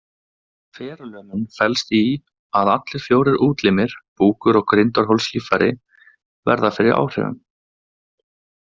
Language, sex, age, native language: Icelandic, male, 20-29, Icelandic